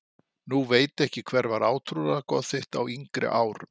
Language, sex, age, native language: Icelandic, male, 50-59, Icelandic